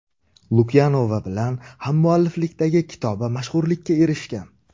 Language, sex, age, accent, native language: Uzbek, male, 25-34, Surxondaryo, Uzbek